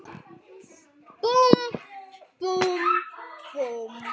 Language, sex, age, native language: Icelandic, other, 8, Icelandic